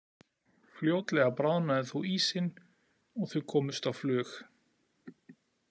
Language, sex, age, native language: Icelandic, male, 40-49, Icelandic